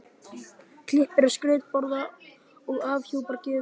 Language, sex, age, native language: Icelandic, male, 12, Icelandic